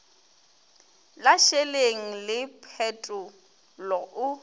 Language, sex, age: Northern Sotho, female, 21